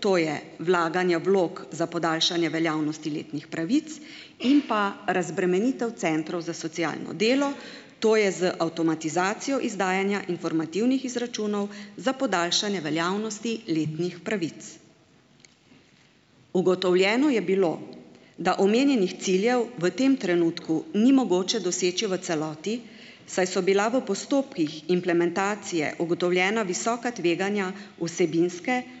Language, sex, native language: Slovenian, female, Slovenian